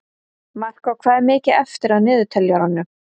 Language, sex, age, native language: Icelandic, female, 30-39, Icelandic